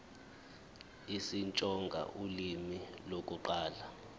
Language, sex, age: Zulu, male, 21